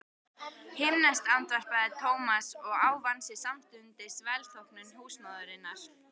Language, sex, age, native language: Icelandic, female, 12, Icelandic